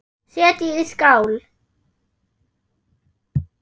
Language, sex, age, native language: Icelandic, female, 8, German